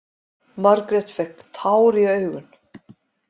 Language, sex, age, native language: Icelandic, female, 50-59, Icelandic